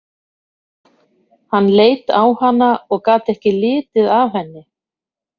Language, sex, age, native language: Icelandic, female, 50-59, Icelandic